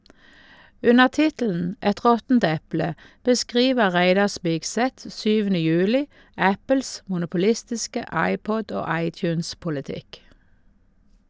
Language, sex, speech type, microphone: Norwegian, female, read, Shure